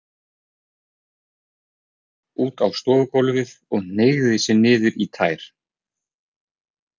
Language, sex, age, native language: Icelandic, male, 40-49, Icelandic